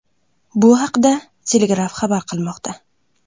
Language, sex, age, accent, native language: Uzbek, female, 18-24, Buxoro, Uzbek